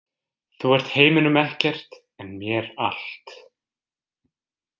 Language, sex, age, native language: Icelandic, male, 20-29, Icelandic